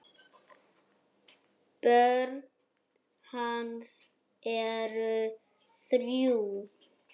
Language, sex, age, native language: Icelandic, male, 6, Icelandic